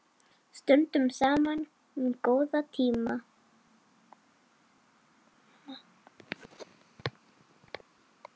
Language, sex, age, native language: Icelandic, female, 7, Icelandic